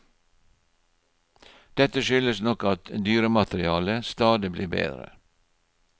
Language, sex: Norwegian, male